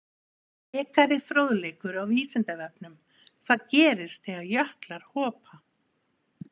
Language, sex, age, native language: Icelandic, female, 50-59, Icelandic